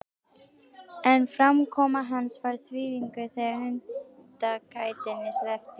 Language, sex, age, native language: Icelandic, female, 12, Icelandic